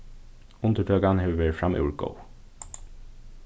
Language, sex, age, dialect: Faroese, male, 15-35, Suðurstreymoy